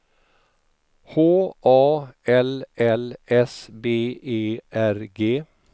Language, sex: Swedish, male